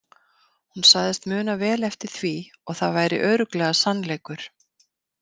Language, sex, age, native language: Icelandic, female, 50-59, Icelandic